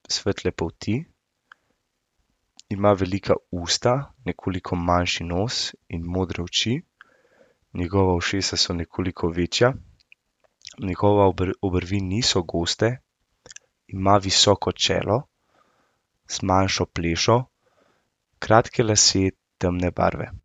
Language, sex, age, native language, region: Slovenian, male, 18-29, Slovenian, Central Slovenia